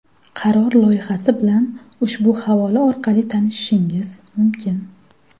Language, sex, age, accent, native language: Uzbek, female, 19-29, Farg'ona, Uzbek